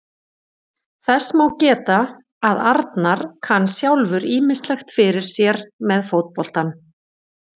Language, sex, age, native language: Icelandic, female, 40-49, Icelandic